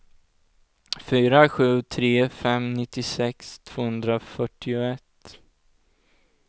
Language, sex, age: Swedish, male, 16